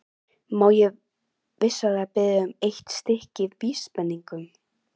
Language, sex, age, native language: Icelandic, female, 11, Icelandic